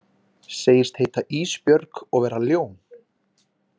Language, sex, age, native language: Icelandic, male, 20-29, Icelandic